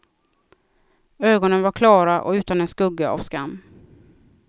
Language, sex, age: Swedish, female, 36